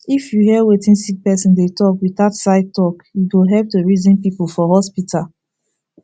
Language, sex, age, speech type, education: Nigerian Pidgin, female, 15-29, spontaneous, tertiary